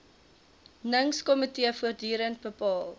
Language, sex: Afrikaans, female